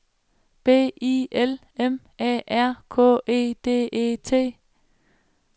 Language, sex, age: Danish, female, 35